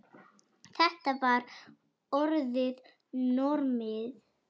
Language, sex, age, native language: Icelandic, female, 9, Icelandic